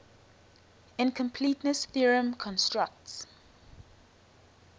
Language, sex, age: English, female, 19